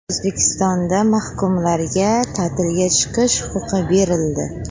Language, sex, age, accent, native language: Uzbek, female, 18-24, Surxondaryo, Uzbek